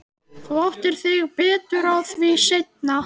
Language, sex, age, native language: Icelandic, male, 13, Icelandic